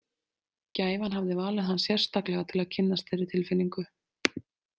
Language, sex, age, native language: Icelandic, female, 30-39, Icelandic